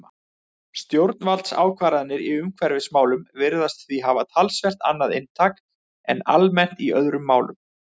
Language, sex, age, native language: Icelandic, male, 30-39, Icelandic